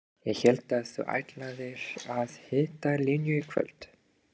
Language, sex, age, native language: Icelandic, male, 30-39, English